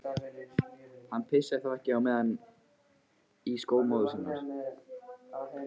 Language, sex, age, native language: Icelandic, male, 15, Icelandic